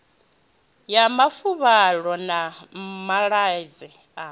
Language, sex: Venda, female